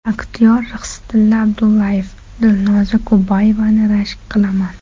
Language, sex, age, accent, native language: Uzbek, female, 18-24, Toshkent shahri, Uzbek